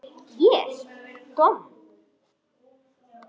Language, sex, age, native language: Icelandic, female, 10, Icelandic